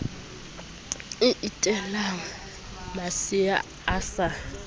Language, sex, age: Southern Sotho, female, 20